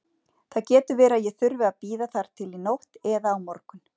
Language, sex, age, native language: Icelandic, female, 40-49, Icelandic